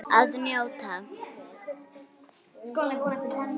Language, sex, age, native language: Icelandic, female, 9, Icelandic